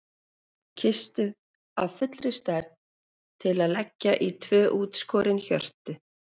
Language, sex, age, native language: Icelandic, female, 40-49, Icelandic